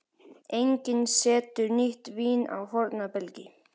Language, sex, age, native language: Icelandic, male, 12, Icelandic